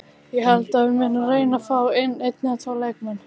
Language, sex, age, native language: Icelandic, female, 18-19, Icelandic